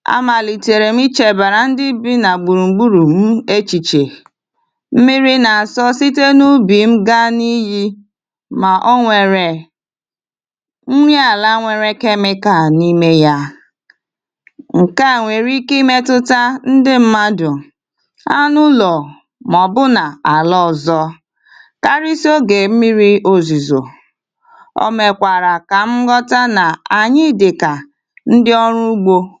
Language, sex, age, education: Igbo, female, 15-29, tertiary